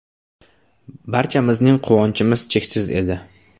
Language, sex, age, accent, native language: Uzbek, male, 18-24, Toshkent viloyati, Uzbek